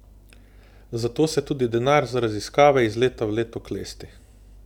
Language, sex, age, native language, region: Slovenian, male, 18-29, Slovenian, Southeast Slovenia